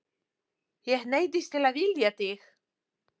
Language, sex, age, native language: Icelandic, female, 40-49, Polish